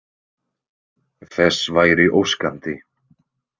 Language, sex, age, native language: Icelandic, male, 20-29, Icelandic